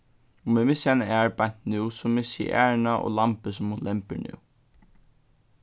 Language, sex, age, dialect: Faroese, male, 15-35, Suðurstreymoy